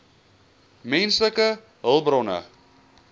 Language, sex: Afrikaans, male